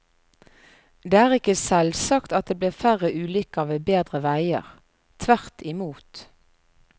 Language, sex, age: Norwegian, female, 41